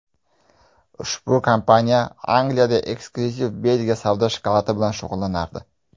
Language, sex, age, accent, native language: Uzbek, male, 25-34, Jizzax, Uzbek